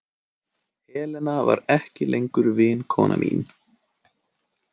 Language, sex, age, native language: Icelandic, male, 18-19, Icelandic